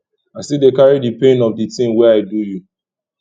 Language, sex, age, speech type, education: Nigerian Pidgin, male, 15-29, spontaneous, tertiary